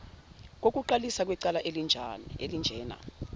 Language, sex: Zulu, female